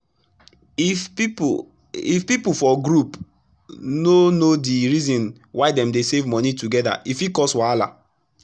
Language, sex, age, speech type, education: Nigerian Pidgin, male, 15-29, spontaneous, tertiary